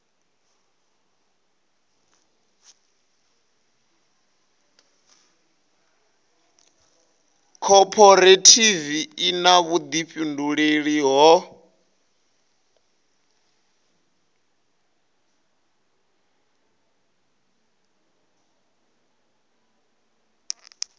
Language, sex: Venda, male